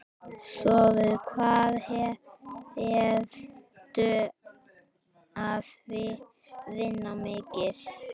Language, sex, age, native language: Icelandic, female, 11, Icelandic